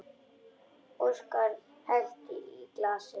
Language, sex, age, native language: Icelandic, female, 10, Icelandic